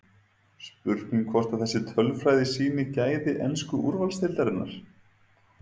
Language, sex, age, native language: Icelandic, male, 30-39, Icelandic